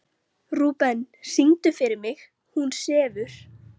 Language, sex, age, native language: Icelandic, female, 13, Icelandic